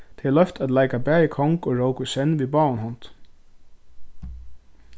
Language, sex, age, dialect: Faroese, male, 15-35, Suðurstreymoy